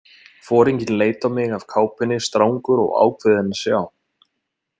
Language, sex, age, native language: Icelandic, male, 20-29, Icelandic